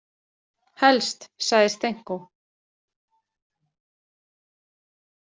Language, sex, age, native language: Icelandic, female, 40-49, Icelandic